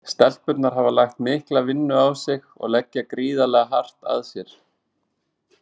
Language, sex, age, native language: Icelandic, male, 20-29, Icelandic